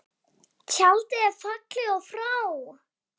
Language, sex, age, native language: Icelandic, female, 7, Icelandic